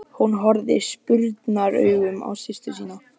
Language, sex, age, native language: Icelandic, male, 11, Icelandic